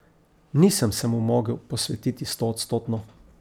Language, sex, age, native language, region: Slovenian, male, 50-59, Slovenian, Coastal Karst region